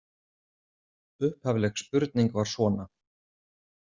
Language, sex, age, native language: Icelandic, male, 40-49, Icelandic